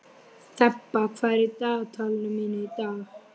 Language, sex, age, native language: Icelandic, female, 12, Icelandic